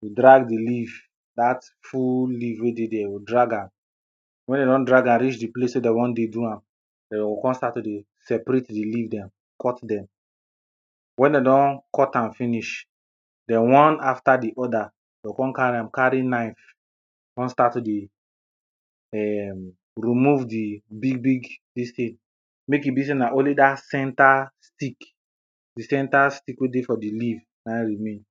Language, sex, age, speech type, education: Nigerian Pidgin, male, 15-29, spontaneous, primary